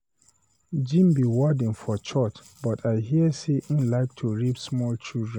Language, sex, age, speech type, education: Nigerian Pidgin, male, 30-45, read, tertiary